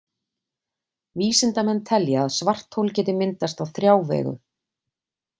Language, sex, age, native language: Icelandic, female, 40-49, Icelandic